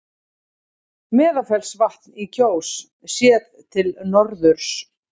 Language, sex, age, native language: Icelandic, female, 30-39, Icelandic